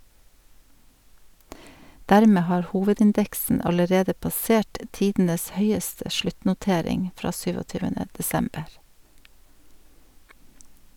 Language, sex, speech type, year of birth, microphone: Norwegian, female, read, 1952, Sennheiser